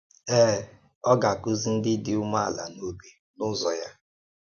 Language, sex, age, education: Igbo, male, 30-45, tertiary